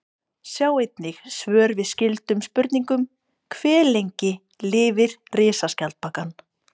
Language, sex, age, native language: Icelandic, female, 20-29, Icelandic